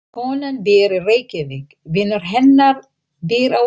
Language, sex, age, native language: Icelandic, female, 40-49, Icelandic